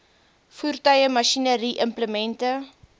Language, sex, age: Afrikaans, female, 22